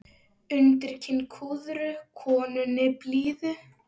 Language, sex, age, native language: Icelandic, female, 10, Icelandic